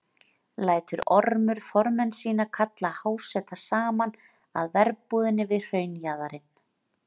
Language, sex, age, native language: Icelandic, female, 40-49, Icelandic